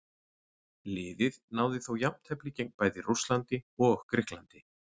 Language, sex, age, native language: Icelandic, male, 40-49, Icelandic